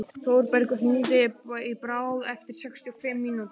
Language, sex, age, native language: Icelandic, male, 12, Icelandic